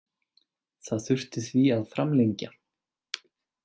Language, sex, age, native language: Icelandic, male, 18-19, Icelandic